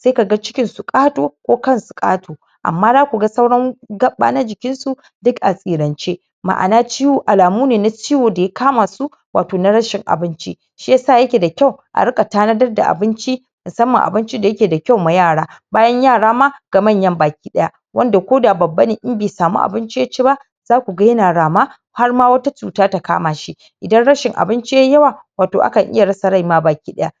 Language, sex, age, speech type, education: Hausa, female, 30-45, spontaneous, tertiary